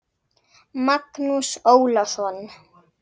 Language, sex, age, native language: Icelandic, female, 9, Icelandic